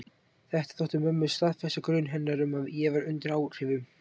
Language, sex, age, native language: Icelandic, male, 18-19, Icelandic